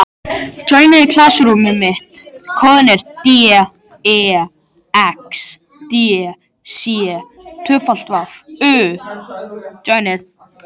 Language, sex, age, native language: Icelandic, male, 13, Icelandic